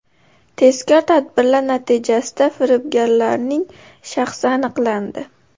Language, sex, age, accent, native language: Uzbek, female, 18-24, Andijon, Uzbek